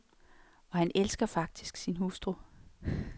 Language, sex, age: Danish, female, 46